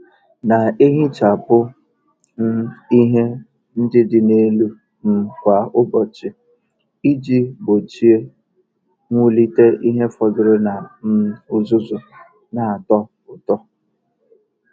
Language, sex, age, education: Igbo, male, 15-29, tertiary